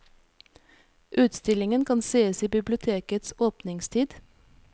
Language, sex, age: Norwegian, female, 46